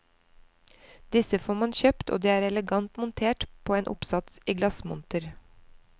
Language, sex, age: Norwegian, female, 29